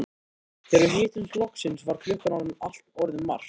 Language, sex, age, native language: Icelandic, male, 13, Icelandic